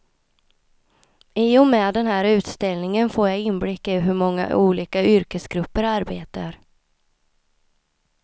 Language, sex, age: Swedish, female, 26